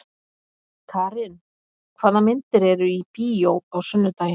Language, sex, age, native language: Icelandic, female, 50-59, Icelandic